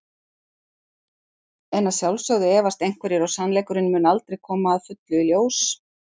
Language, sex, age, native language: Icelandic, female, 40-49, Icelandic